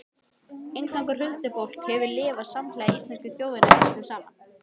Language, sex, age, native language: Icelandic, male, 12, Icelandic